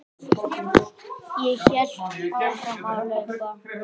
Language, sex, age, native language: Icelandic, male, 9, Icelandic